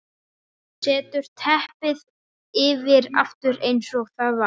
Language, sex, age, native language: Icelandic, male, 14, Icelandic